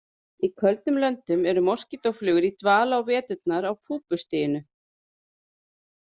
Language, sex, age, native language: Icelandic, female, 30-39, Icelandic